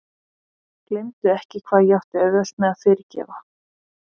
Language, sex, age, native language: Icelandic, female, 30-39, Icelandic